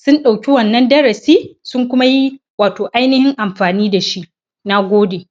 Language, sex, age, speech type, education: Hausa, female, 46-60, spontaneous, tertiary